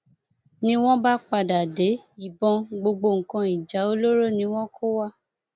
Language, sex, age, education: Yoruba, female, 30-45, tertiary